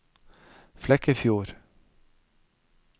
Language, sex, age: Norwegian, male, 55